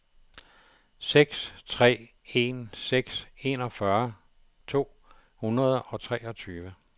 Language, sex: Danish, male